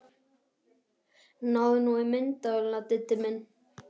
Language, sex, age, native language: Icelandic, male, 11, Icelandic